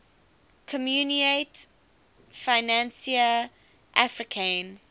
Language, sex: English, female